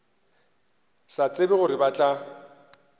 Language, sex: Northern Sotho, male